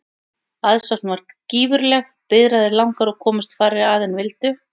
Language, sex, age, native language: Icelandic, female, 40-49, Icelandic